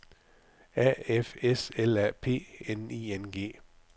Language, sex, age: Danish, male, 44